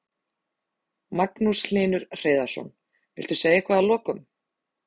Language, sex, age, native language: Icelandic, female, 30-39, Icelandic